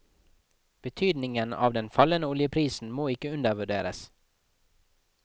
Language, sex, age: Norwegian, male, 24